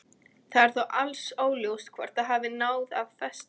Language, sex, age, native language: Icelandic, female, 20-29, Icelandic